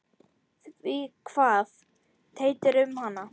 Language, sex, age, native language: Icelandic, female, 10, Icelandic